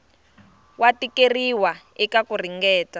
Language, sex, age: Tsonga, female, 23